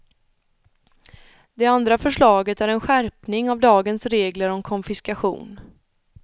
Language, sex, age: Swedish, female, 31